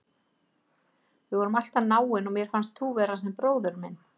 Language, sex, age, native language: Icelandic, female, 50-59, Icelandic